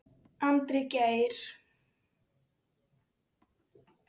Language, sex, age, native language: Icelandic, female, 10, Icelandic